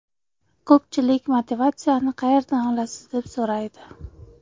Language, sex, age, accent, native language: Uzbek, female, 25-34, Qashqadaryo, Uzbek